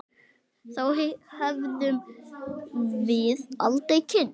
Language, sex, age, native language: Icelandic, male, 6, Icelandic